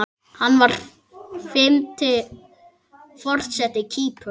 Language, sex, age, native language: Icelandic, male, 8, Icelandic